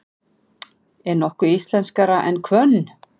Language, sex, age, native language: Icelandic, female, 40-49, Icelandic